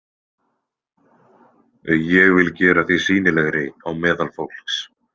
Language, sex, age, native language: Icelandic, male, 20-29, Icelandic